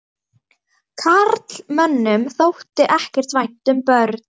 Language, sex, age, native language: Icelandic, female, 11, Icelandic